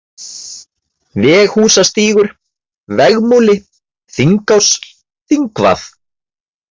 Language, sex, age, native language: Icelandic, male, 30-39, Icelandic